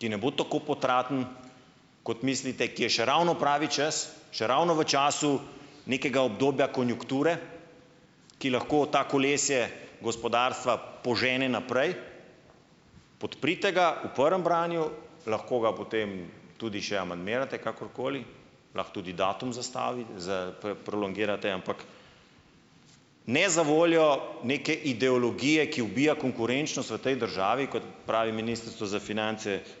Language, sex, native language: Slovenian, male, Slovenian